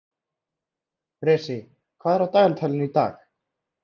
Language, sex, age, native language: Icelandic, male, 30-39, Icelandic